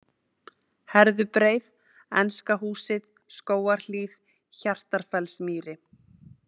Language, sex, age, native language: Icelandic, female, 30-39, Icelandic